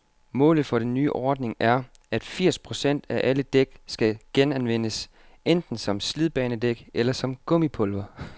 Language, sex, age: Danish, male, 25